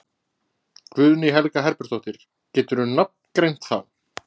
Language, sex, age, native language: Icelandic, male, 20-29, Icelandic